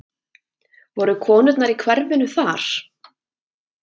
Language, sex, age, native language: Icelandic, female, 20-29, Icelandic